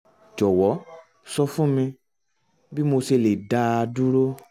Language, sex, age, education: Yoruba, male, 30-45, tertiary